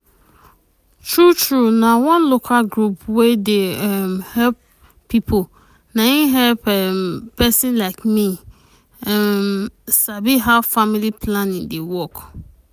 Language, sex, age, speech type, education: Nigerian Pidgin, female, 30-45, spontaneous, tertiary